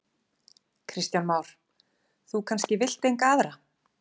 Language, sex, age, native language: Icelandic, female, 30-39, Icelandic